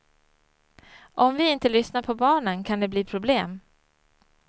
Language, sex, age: Swedish, female, 34